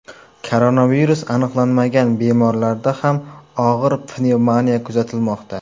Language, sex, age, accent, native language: Uzbek, male, 18-24, Samarqand, Uzbek